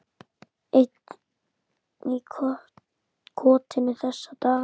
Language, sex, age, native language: Icelandic, male, 10, Icelandic